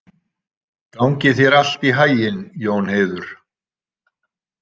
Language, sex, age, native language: Icelandic, male, 60-69, Icelandic